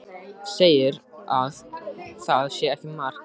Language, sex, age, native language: Icelandic, male, 13, Icelandic